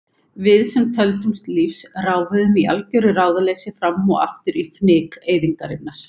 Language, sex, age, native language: Icelandic, female, 50-59, Icelandic